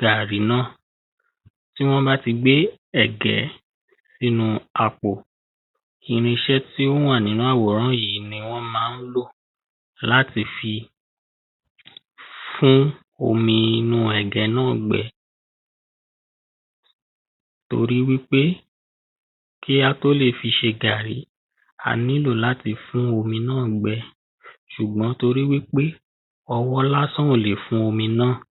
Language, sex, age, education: Yoruba, male, 15-29, primary